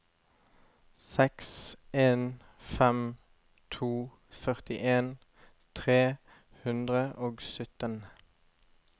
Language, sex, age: Norwegian, male, 25